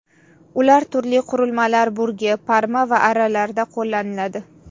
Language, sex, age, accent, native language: Uzbek, female, 18-24, Namangan, Uzbek